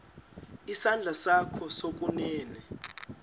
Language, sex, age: Xhosa, male, 19